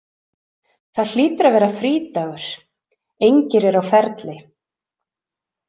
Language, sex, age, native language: Icelandic, female, 30-39, Icelandic